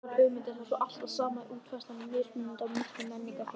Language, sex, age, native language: Icelandic, male, 20-29, Icelandic